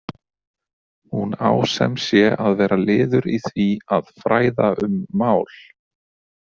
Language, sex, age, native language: Icelandic, male, 30-39, Icelandic